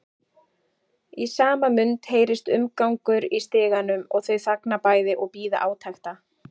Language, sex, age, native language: Icelandic, female, 40-49, Icelandic